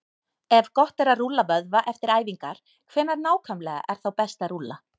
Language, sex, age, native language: Icelandic, female, 18-19, Icelandic